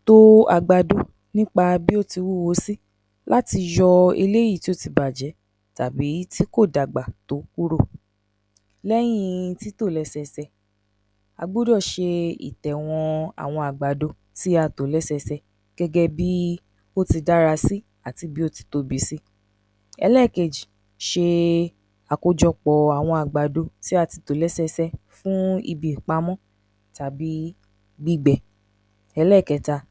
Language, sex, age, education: Yoruba, female, 30-45, tertiary